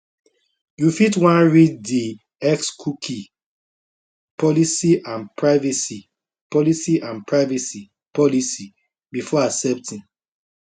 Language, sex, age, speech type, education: Nigerian Pidgin, male, 30-45, spontaneous, tertiary